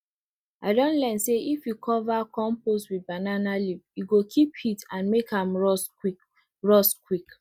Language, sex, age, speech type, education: Nigerian Pidgin, female, 30-45, spontaneous, tertiary